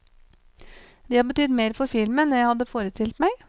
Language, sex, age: Norwegian, female, 28